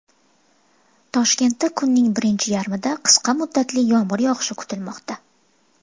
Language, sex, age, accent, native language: Uzbek, female, 19-29, Toshkent shahri, Uzbek